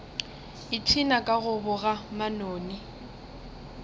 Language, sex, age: Northern Sotho, female, 20